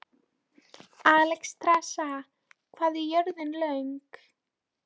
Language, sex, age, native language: Icelandic, female, 13, Polish